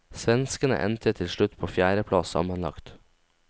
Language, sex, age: Norwegian, male, 19